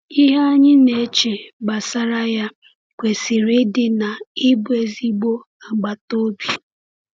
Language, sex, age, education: Igbo, female, 15-29, tertiary